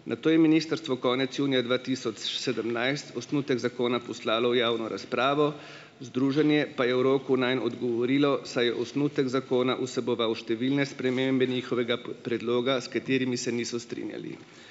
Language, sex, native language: Slovenian, male, Slovenian